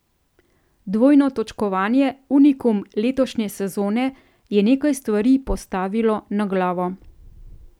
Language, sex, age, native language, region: Slovenian, female, 30-49, Slovenian, Central Slovenia